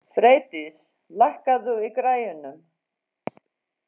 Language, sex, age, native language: Icelandic, female, 40-49, Faroese